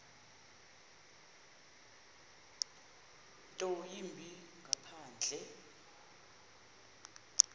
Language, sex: Xhosa, female